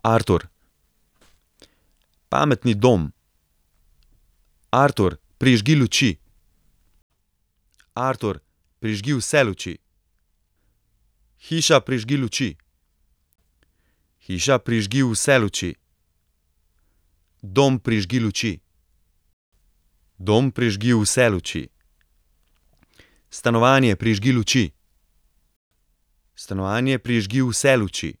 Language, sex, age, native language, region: Slovenian, male, 30-49, Slovenian, Central Slovenia